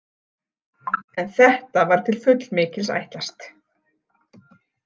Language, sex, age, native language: Icelandic, female, 40-49, Icelandic